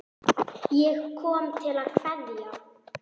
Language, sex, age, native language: Icelandic, female, 9, Icelandic